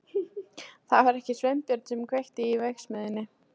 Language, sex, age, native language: Icelandic, female, 13, Polish